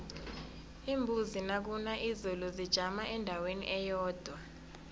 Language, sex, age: South Ndebele, female, 22